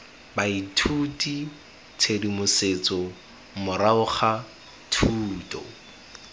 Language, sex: Tswana, male